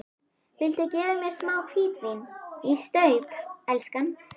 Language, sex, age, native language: Icelandic, female, 11, Icelandic